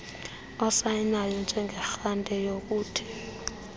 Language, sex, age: Xhosa, female, 21